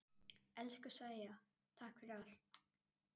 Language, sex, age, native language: Icelandic, male, 10, Icelandic